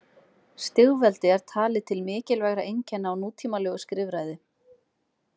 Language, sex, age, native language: Icelandic, female, 20-29, Icelandic